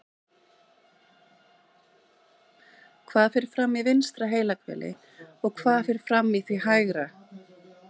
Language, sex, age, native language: Icelandic, female, 30-39, Icelandic